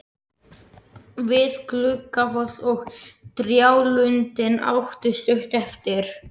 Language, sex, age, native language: Icelandic, male, 11, Slovak